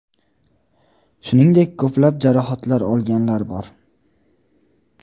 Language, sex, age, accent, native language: Uzbek, male, 18-24, Toshkent viloyati, Uzbek